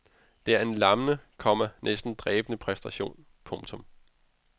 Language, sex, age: Danish, male, 32